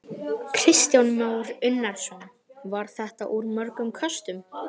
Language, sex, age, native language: Icelandic, male, 12, Icelandic